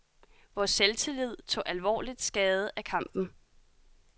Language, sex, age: Danish, female, 30